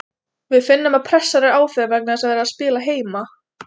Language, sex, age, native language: Icelandic, female, 20-29, Icelandic